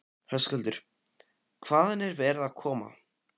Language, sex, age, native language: Icelandic, male, 15, Icelandic